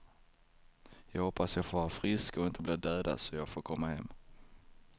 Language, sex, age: Swedish, male, 23